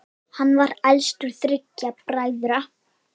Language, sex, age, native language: Icelandic, female, 7, Icelandic